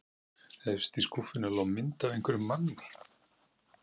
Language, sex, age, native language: Icelandic, male, 50-59, Icelandic